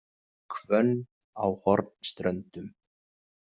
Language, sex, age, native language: Icelandic, male, 20-29, Icelandic